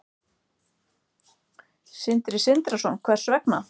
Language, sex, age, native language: Icelandic, male, 14, Icelandic